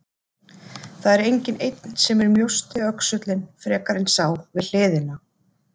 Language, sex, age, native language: Icelandic, female, 30-39, Icelandic